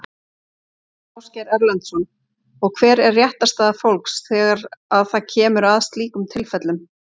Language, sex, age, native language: Icelandic, female, 40-49, Icelandic